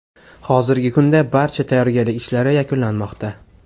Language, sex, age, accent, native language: Uzbek, male, 18-24, Farg'ona, Uzbek